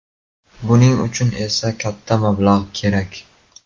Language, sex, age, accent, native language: Uzbek, male, 18-24, Surxondaryo, Uzbek